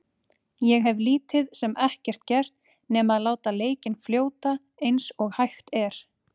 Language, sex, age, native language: Icelandic, female, 30-39, Icelandic